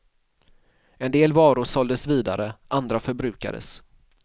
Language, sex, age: Swedish, male, 31